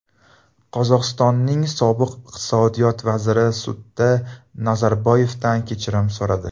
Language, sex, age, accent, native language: Uzbek, male, 19-29, Toshkent viloyati, Uzbek